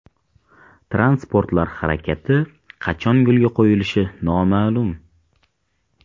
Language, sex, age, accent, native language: Uzbek, male, 18-24, Farg'ona, Uzbek